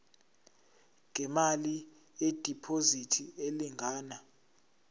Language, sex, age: Zulu, male, 17